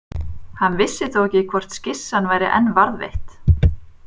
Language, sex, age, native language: Icelandic, female, 30-39, Icelandic